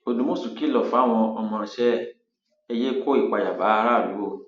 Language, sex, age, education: Yoruba, male, 46-60, tertiary